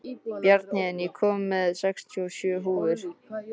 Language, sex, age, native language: Icelandic, male, 13, Icelandic